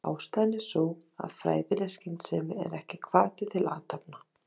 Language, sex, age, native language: Icelandic, female, 30-39, Icelandic